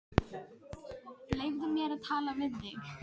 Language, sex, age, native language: Icelandic, female, 13, Filipino